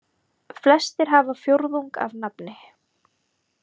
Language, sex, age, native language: Icelandic, female, 30-39, Icelandic